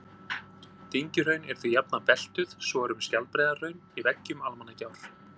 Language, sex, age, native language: Icelandic, male, 40-49, Icelandic